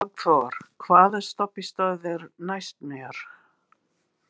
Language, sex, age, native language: Icelandic, female, 60-69, English